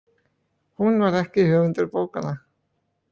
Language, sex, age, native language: Icelandic, male, 18-19, Icelandic